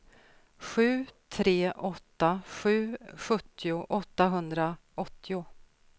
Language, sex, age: Swedish, female, 46